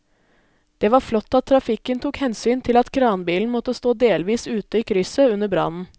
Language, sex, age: Norwegian, female, 20